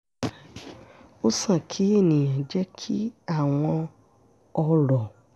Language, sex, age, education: Yoruba, female, 46-60, secondary